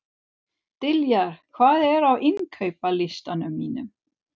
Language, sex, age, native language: Icelandic, female, 30-39, Swedish